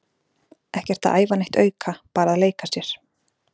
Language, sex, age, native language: Icelandic, female, 40-49, Icelandic